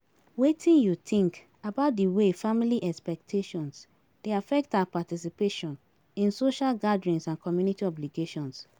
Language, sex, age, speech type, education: Nigerian Pidgin, female, 30-45, spontaneous, tertiary